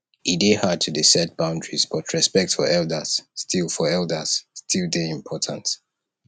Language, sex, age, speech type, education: Nigerian Pidgin, male, 30-45, spontaneous, tertiary